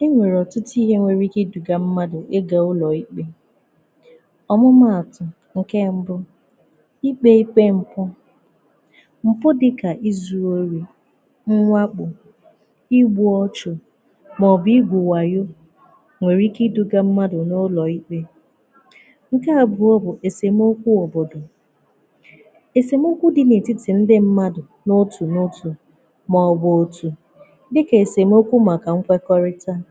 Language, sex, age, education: Igbo, female, 15-29, tertiary